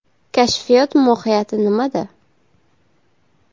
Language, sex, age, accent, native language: Uzbek, female, 19-29, Navoiy, Uzbek